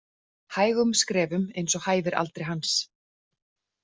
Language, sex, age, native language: Icelandic, female, 40-49, Icelandic